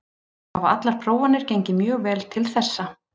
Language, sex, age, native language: Icelandic, female, 30-39, Icelandic